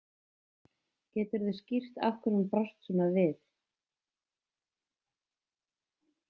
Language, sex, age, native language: Icelandic, female, 20-29, Icelandic